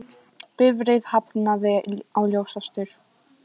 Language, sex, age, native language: Icelandic, female, 18-19, Icelandic